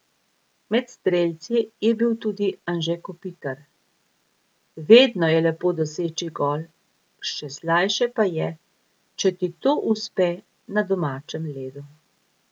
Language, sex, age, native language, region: Slovenian, female, 50-59, Slovenian, Gorica region